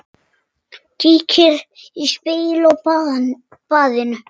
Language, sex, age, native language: Icelandic, male, 6, Icelandic